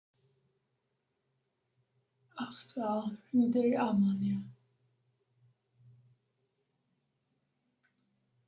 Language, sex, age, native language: Icelandic, female, 60-69, English